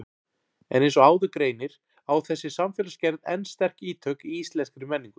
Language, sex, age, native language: Icelandic, male, 40-49, Icelandic